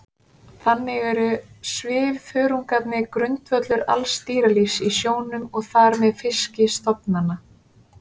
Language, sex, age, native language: Icelandic, female, 30-39, Icelandic